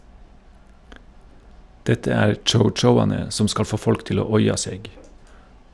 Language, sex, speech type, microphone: Norwegian, male, read, Shure